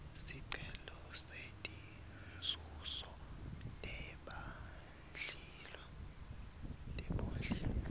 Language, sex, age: Swati, male, 23